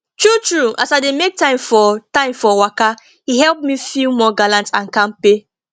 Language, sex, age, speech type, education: Nigerian Pidgin, female, 15-29, spontaneous, tertiary